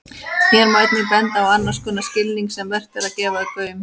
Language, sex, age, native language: Icelandic, female, 30-39, Icelandic